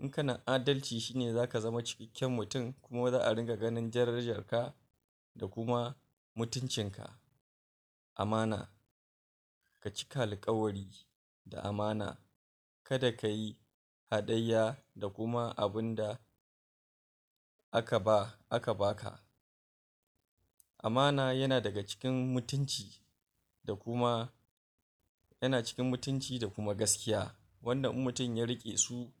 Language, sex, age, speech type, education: Hausa, male, 46-60, spontaneous, tertiary